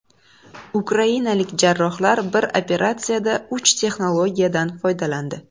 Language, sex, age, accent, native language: Uzbek, female, 18-24, Buxoro, Uzbek